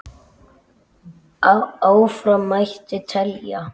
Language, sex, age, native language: Icelandic, male, 9, Icelandic